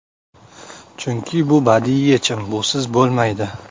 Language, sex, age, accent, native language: Uzbek, male, 18-24, Farg'ona, Uzbek